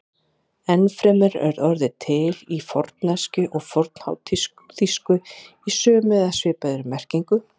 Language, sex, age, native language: Icelandic, female, 40-49, Icelandic